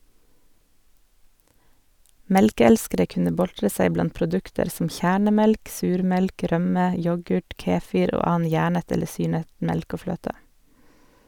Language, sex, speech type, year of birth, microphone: Norwegian, female, read, 1978, Sennheiser